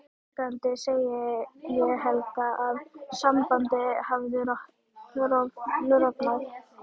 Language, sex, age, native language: Icelandic, female, 12, Icelandic